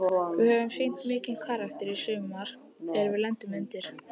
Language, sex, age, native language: Icelandic, male, 18-19, Icelandic